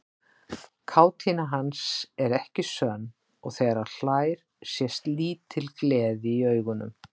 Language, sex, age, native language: Icelandic, female, 60-69, Icelandic